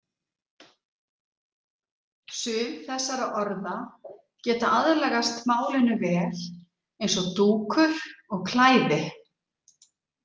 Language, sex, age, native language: Icelandic, female, 40-49, Icelandic